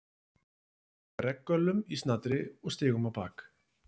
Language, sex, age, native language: Icelandic, male, 30-39, Icelandic